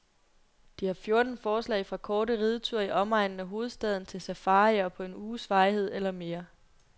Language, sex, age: Danish, female, 22